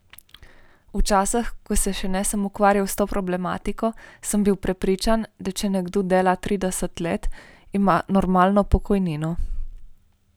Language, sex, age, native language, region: Slovenian, female, 18-29, Slovenian, Primorsko-notranjska region